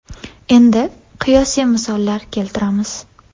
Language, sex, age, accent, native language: Uzbek, female, 18-24, Andijon, Uzbek